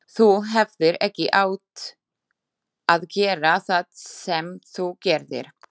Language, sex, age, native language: Icelandic, female, 20-29, Slovak